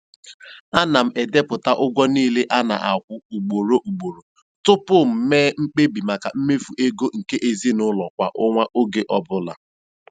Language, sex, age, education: Igbo, male, 15-29, tertiary